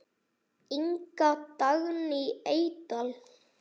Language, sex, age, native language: Icelandic, male, 9, Icelandic